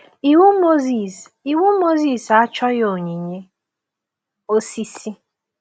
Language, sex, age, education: Igbo, female, 15-29, tertiary